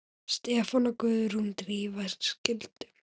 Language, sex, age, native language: Icelandic, female, 9, Icelandic